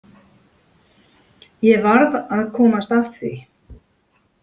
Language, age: Icelandic, 40-49